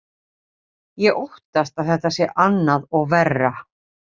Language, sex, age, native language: Icelandic, female, 50-59, Icelandic